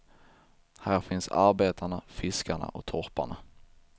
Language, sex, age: Swedish, male, 23